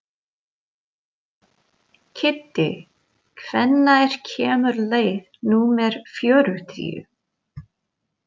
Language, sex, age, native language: Icelandic, female, 40-49, English